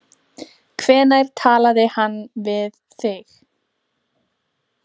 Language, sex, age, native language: Icelandic, female, 18-19, Icelandic